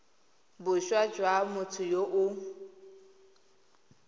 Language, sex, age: Tswana, female, 20